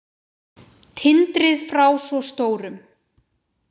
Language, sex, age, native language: Icelandic, female, 20-29, Icelandic